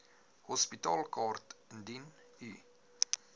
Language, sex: Afrikaans, male